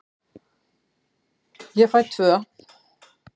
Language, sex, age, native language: Icelandic, female, 60-69, Icelandic